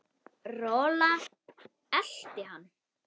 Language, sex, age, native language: Icelandic, female, 10, Icelandic